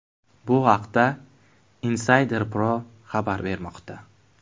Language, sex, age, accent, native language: Uzbek, male, 18-24, Buxoro, Uzbek